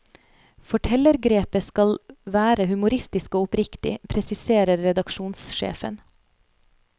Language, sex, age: Norwegian, female, 30